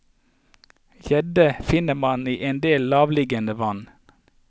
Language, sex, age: Norwegian, male, 48